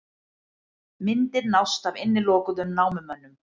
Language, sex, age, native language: Icelandic, female, 50-59, Icelandic